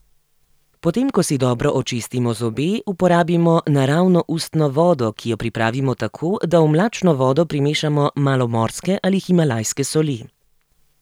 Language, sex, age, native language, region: Slovenian, female, 30-49, Slovenian, Gorenjska region